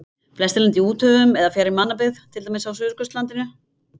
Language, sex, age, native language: Icelandic, female, 50-59, Icelandic